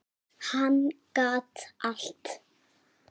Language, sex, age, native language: Icelandic, female, 6, Icelandic